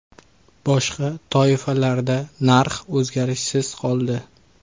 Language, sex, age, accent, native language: Uzbek, male, 25-34, Qashqadaryo, Uzbek